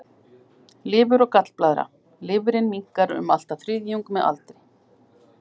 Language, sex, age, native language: Icelandic, female, 50-59, Icelandic